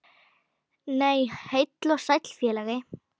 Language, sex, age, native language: Icelandic, female, 10, Icelandic